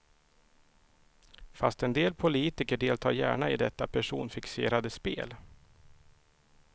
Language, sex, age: Swedish, male, 31